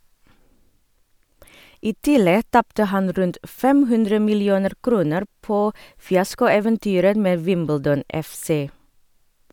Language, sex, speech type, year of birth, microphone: Norwegian, female, read, 1978, Sennheiser